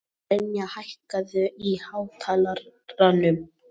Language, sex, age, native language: Icelandic, female, 18-19, Icelandic